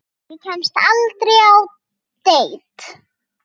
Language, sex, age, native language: Icelandic, female, 6, Icelandic